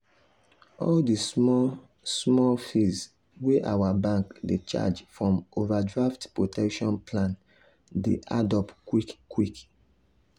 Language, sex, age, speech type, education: Nigerian Pidgin, male, 30-45, spontaneous, secondary